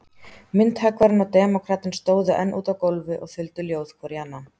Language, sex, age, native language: Icelandic, female, 30-39, Icelandic